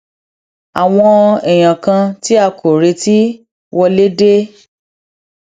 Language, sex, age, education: Yoruba, female, 30-45, tertiary